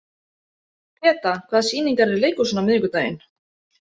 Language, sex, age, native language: Icelandic, female, 30-39, Icelandic